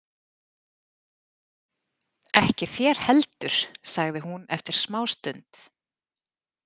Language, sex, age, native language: Icelandic, female, 30-39, Icelandic